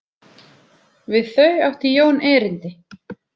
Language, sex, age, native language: Icelandic, female, 30-39, Icelandic